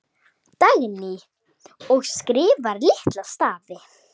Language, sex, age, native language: Icelandic, female, 9, Icelandic